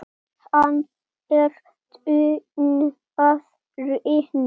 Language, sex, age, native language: Icelandic, male, 7, Icelandic